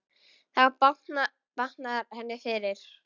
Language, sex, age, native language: Icelandic, female, 10, Icelandic